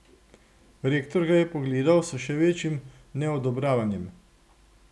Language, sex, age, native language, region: Slovenian, male, 60+, Slovenian, Gorenjska region